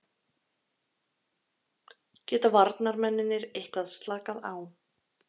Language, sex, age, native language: Icelandic, female, 30-39, Icelandic